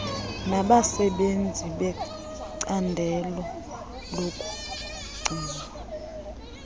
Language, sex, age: Xhosa, female, 23